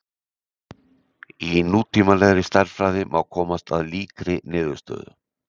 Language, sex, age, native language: Icelandic, male, 60-69, Icelandic